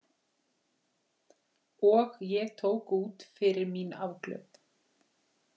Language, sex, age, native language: Icelandic, female, 40-49, Icelandic